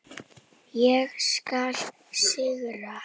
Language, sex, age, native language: Icelandic, female, 10, Icelandic